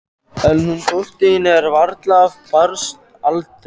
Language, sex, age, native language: Icelandic, male, 14, Icelandic